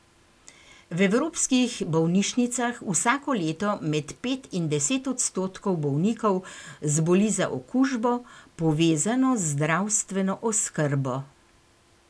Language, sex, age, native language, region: Slovenian, female, 60+, Slovenian, Gorenjska region